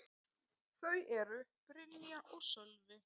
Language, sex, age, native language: Icelandic, female, 6, Icelandic